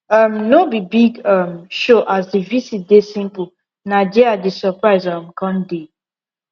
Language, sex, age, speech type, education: Nigerian Pidgin, female, 15-29, spontaneous, secondary